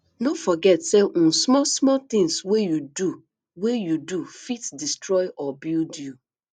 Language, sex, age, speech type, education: Nigerian Pidgin, female, 30-45, spontaneous, tertiary